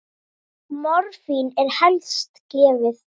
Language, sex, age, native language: Icelandic, female, 9, Icelandic